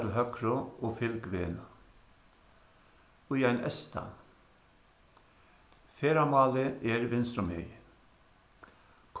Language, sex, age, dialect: Faroese, male, 61+, Suðuroy